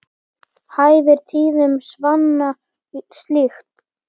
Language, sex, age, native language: Icelandic, male, 7, Icelandic